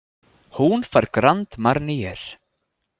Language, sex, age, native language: Icelandic, male, 20-29, Icelandic